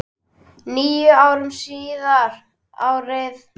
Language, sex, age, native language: Icelandic, male, 10, Icelandic